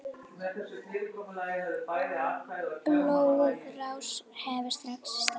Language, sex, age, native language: Icelandic, female, 8, Icelandic